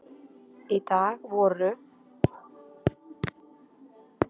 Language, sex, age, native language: Icelandic, female, 30-39, Icelandic